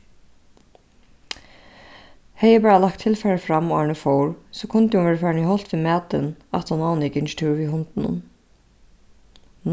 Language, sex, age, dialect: Faroese, female, 15-35, Suðurstreymoy